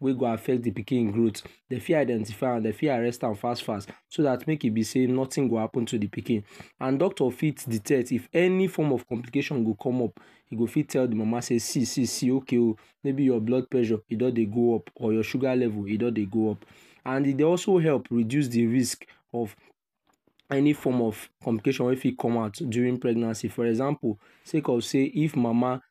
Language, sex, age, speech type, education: Nigerian Pidgin, male, 46-60, spontaneous, tertiary